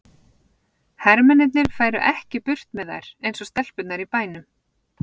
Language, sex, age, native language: Icelandic, female, 40-49, Icelandic